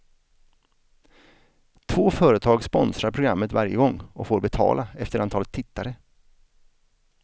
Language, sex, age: Swedish, male, 49